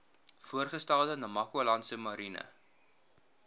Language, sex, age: Afrikaans, male, 19